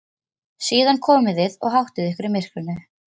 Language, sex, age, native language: Icelandic, female, 13, Icelandic